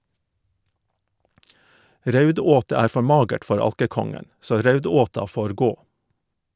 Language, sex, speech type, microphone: Norwegian, male, read, Shure